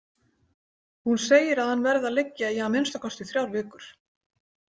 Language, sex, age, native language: Icelandic, female, 40-49, Icelandic